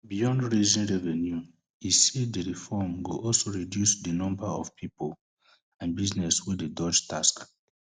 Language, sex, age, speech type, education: Nigerian Pidgin, male, 15-29, spontaneous, tertiary